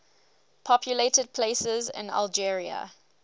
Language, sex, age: English, female, 18